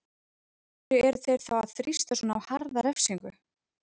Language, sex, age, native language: Icelandic, female, 30-39, Icelandic